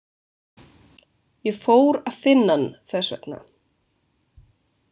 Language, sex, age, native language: Icelandic, female, 20-29, Icelandic